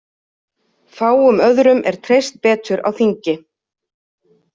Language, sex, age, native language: Icelandic, female, 30-39, Icelandic